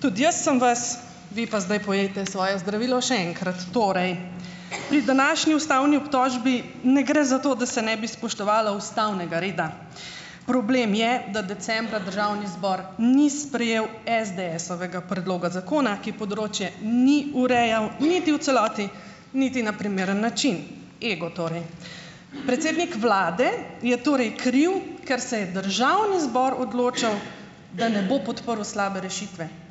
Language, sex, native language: Slovenian, female, Slovenian